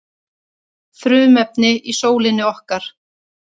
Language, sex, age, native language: Icelandic, female, 30-39, Icelandic